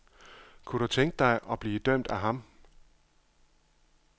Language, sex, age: Danish, male, 51